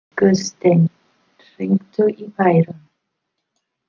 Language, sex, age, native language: Icelandic, female, 50-59, English